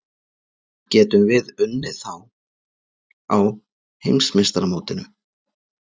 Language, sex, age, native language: Icelandic, male, 40-49, Icelandic